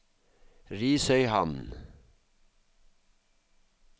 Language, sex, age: Norwegian, male, 54